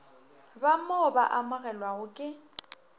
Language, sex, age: Northern Sotho, female, 21